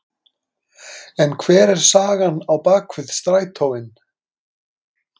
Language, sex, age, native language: Icelandic, male, 30-39, Icelandic